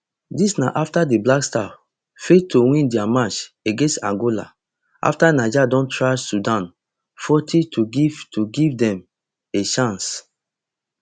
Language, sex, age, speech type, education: Nigerian Pidgin, male, 30-45, spontaneous, tertiary